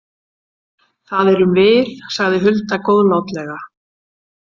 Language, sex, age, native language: Icelandic, female, 50-59, Icelandic